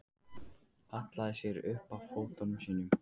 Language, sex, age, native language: Icelandic, male, 15, Icelandic